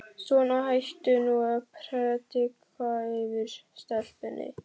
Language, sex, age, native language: Icelandic, male, 12, Icelandic